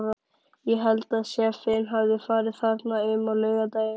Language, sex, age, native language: Icelandic, male, 11, Icelandic